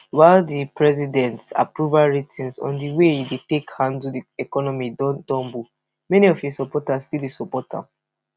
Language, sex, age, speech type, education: Nigerian Pidgin, female, 15-29, spontaneous, tertiary